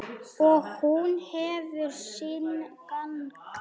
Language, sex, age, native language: Icelandic, male, 9, Icelandic